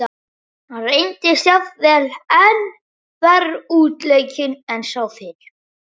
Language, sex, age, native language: Icelandic, male, 11, Icelandic